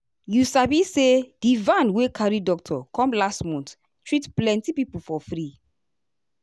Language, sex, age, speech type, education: Nigerian Pidgin, female, 30-45, spontaneous, tertiary